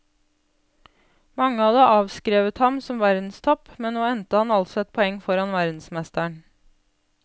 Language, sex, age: Norwegian, female, 28